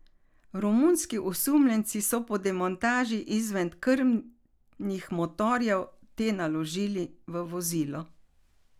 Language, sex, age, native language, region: Slovenian, female, 60+, Slovenian, Carinthia region